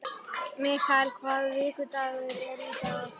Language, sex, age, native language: Icelandic, male, 11, Icelandic